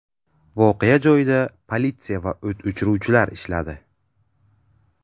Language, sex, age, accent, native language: Uzbek, male, 18-24, Navoiy, Uzbek